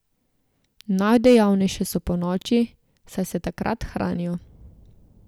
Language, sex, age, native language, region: Slovenian, female, 18-29, Slovenian, Southeast Slovenia